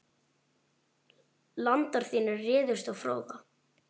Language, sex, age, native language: Icelandic, male, 9, Icelandic